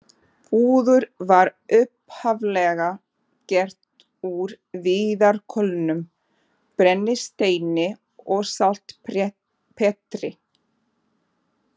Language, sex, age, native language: Icelandic, female, 40-49, Portuguese